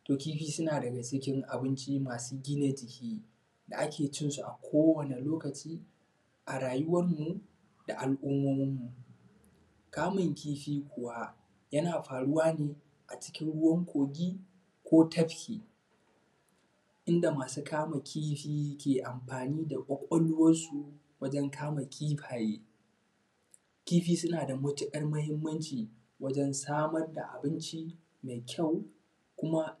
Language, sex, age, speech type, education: Hausa, male, 15-29, spontaneous, tertiary